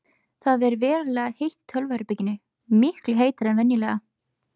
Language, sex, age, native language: Icelandic, female, 20-29, Icelandic